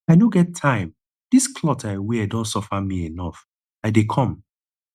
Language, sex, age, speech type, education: Nigerian Pidgin, male, 30-45, spontaneous, tertiary